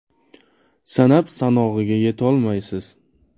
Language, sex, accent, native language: Uzbek, male, Namangan, Uzbek